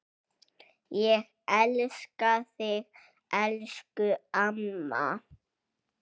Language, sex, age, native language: Icelandic, male, 6, Icelandic